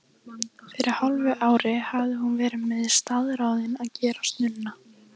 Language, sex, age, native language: Icelandic, female, 14, Icelandic